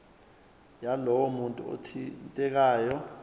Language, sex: Zulu, male